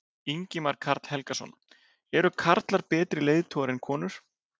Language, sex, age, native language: Icelandic, male, 30-39, Icelandic